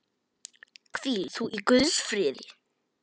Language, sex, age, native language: Icelandic, male, 10, Polish